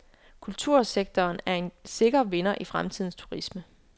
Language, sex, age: Danish, female, 24